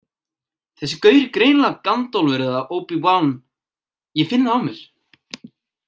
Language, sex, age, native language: Icelandic, male, 18-19, Icelandic